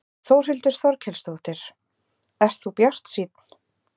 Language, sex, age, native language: Icelandic, female, 30-39, Icelandic